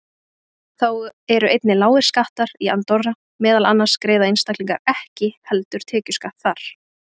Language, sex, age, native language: Icelandic, female, 20-29, Icelandic